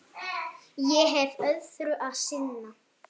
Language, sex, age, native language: Icelandic, female, 7, Icelandic